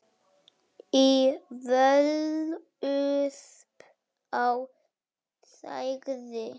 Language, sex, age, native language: Icelandic, male, 6, Icelandic